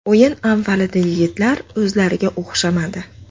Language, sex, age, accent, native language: Uzbek, female, 25-34, Andijon, Uzbek